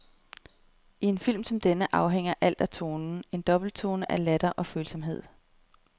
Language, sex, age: Danish, female, 30